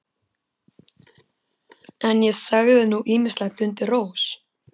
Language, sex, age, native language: Icelandic, male, 13, Icelandic